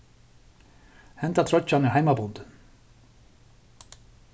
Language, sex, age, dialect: Faroese, male, 36-60, Suðurstreymoy